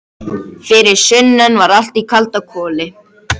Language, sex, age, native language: Icelandic, male, 13, Icelandic